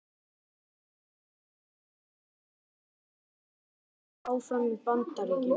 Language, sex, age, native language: Icelandic, male, 18-19, Icelandic